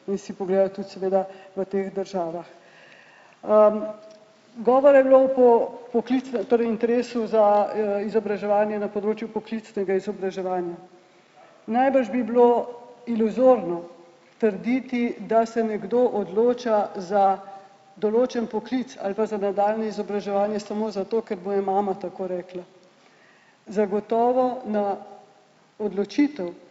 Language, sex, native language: Slovenian, male, Slovenian